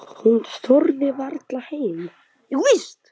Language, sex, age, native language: Icelandic, male, 10, Icelandic